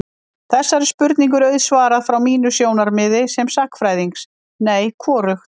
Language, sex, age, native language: Icelandic, female, 50-59, Icelandic